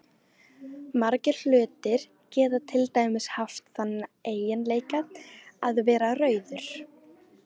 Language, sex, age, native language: Icelandic, female, 18-19, Icelandic